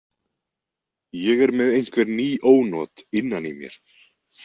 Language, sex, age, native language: Icelandic, male, 20-29, Icelandic